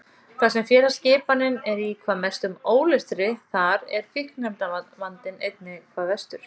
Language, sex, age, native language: Icelandic, female, 40-49, Icelandic